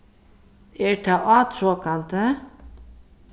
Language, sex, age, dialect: Faroese, female, 36-60, Suðurstreymoy